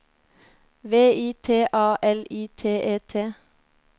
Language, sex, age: Norwegian, female, 30